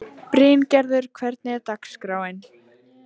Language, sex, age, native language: Icelandic, female, 15, Icelandic